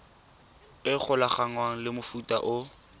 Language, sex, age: Tswana, male, 23